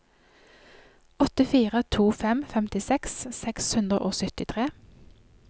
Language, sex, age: Norwegian, female, 31